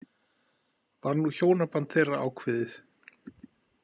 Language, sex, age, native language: Icelandic, male, 40-49, Icelandic